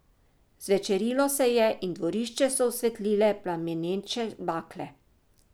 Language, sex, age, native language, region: Slovenian, female, 50-59, Slovenian, Drava region